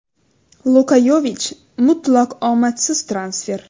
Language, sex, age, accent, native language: Uzbek, female, 19-29, Xorazm, Uzbek